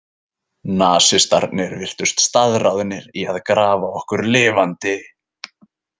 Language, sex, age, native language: Icelandic, male, 20-29, Icelandic